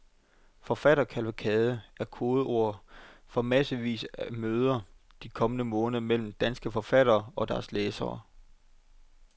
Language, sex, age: Danish, male, 25